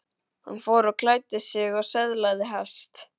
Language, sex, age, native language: Icelandic, male, 12, Icelandic